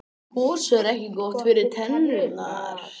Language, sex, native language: Icelandic, other, Icelandic